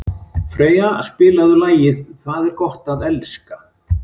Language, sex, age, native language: Icelandic, male, 50-59, Icelandic